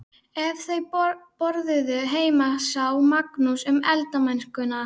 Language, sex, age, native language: Icelandic, female, 12, Icelandic